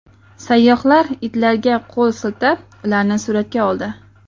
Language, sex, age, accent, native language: Uzbek, female, 18-24, Qoraqalpog'iston, Uzbek